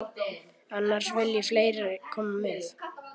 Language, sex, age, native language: Icelandic, male, 10, Icelandic